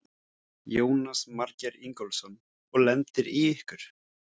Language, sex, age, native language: Icelandic, male, 17, Icelandic